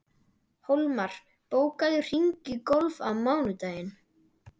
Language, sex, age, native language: Icelandic, male, 12, Icelandic